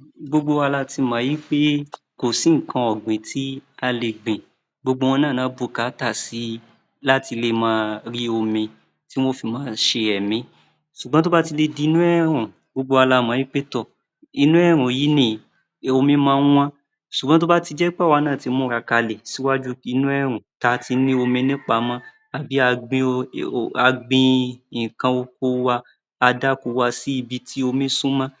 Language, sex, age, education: Yoruba, male, 30-45, tertiary